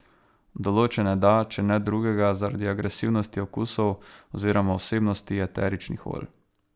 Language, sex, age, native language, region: Slovenian, male, 18-29, Slovenian, Savinja region